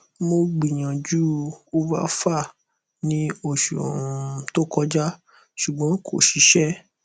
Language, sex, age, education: Yoruba, male, 15-29, tertiary